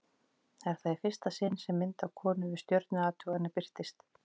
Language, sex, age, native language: Icelandic, female, 40-49, Icelandic